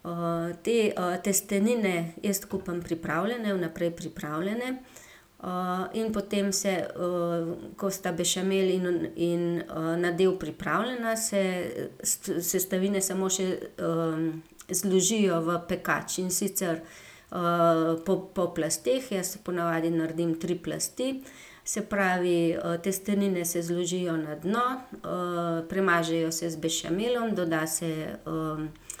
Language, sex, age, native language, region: Slovenian, female, 50-59, Slovenian, Gorenjska region